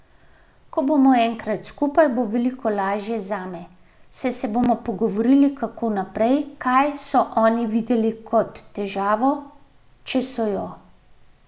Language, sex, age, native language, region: Slovenian, female, 30-49, Slovenian, Central Slovenia